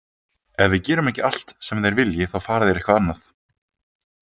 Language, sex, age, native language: Icelandic, male, 20-29, Icelandic